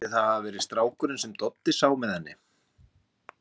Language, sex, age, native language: Icelandic, male, 40-49, Icelandic